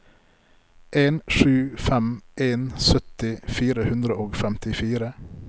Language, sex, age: Norwegian, male, 33